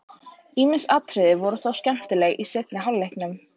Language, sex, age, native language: Icelandic, female, 18-19, Icelandic